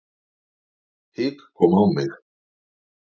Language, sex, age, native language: Icelandic, male, 40-49, Icelandic